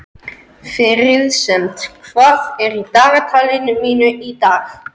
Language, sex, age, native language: Icelandic, other, 13, Icelandic